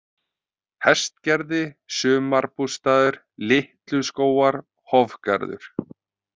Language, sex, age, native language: Icelandic, male, 30-39, Icelandic